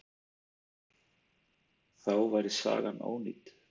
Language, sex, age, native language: Icelandic, male, 30-39, Icelandic